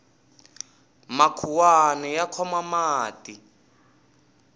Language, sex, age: Tsonga, male, 20